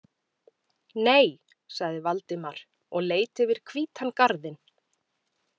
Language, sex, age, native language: Icelandic, female, 30-39, Icelandic